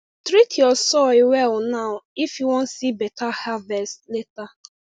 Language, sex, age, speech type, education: Nigerian Pidgin, female, 15-29, spontaneous, tertiary